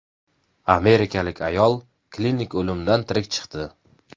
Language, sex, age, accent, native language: Uzbek, male, 25-34, Samarqand, Uzbek